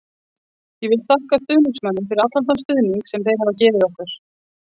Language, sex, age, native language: Icelandic, female, 40-49, Icelandic